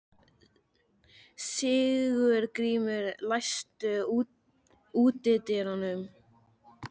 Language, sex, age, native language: Icelandic, male, 13, Icelandic